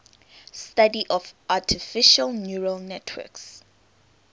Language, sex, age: English, female, 18